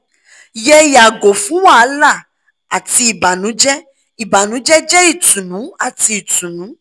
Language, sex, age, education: Yoruba, female, 15-29, tertiary